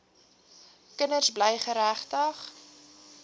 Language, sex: Afrikaans, female